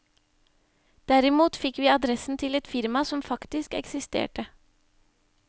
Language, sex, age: Norwegian, female, 25